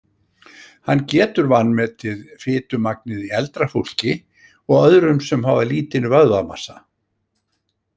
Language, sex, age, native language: Icelandic, male, 60-69, Icelandic